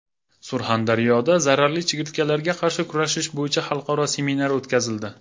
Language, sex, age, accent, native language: Uzbek, male, 19-29, Jizzax, Uzbek